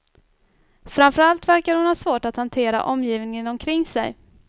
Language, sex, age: Swedish, female, 24